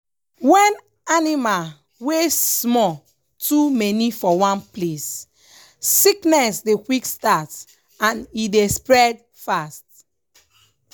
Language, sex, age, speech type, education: Nigerian Pidgin, female, 15-29, spontaneous, tertiary